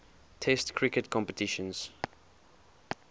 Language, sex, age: English, male, 20